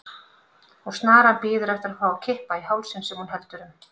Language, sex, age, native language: Icelandic, female, 50-59, Icelandic